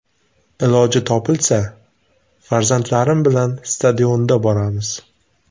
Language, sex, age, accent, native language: Uzbek, male, 18-24, Sirdaryo, Uzbek